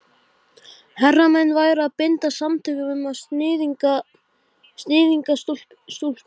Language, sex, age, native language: Icelandic, male, 12, Icelandic